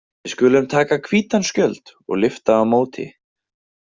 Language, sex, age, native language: Icelandic, male, 20-29, Icelandic